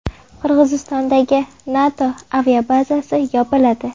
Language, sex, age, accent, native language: Uzbek, female, 18-24, Farg'ona, Uzbek